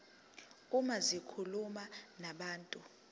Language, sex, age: Zulu, female, 19